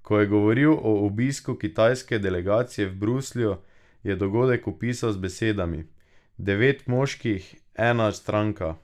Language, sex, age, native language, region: Slovenian, male, 18-29, Slovenian, Drava region